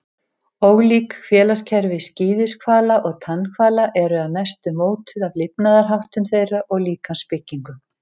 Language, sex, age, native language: Icelandic, female, 70-79, Icelandic